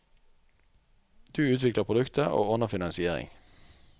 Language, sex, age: Norwegian, male, 44